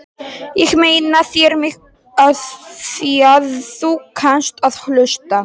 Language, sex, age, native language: Icelandic, male, 40-49, Polish